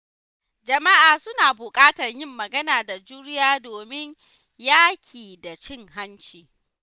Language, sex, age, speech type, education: Hausa, female, 15-29, spontaneous, tertiary